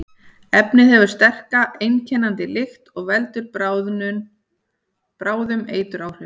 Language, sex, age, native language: Icelandic, female, 40-49, Icelandic